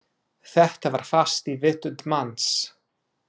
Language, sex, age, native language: Icelandic, male, 30-39, English